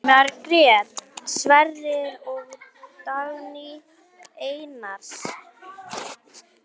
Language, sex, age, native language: Icelandic, female, 9, Icelandic